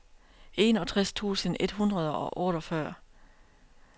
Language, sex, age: Danish, female, 32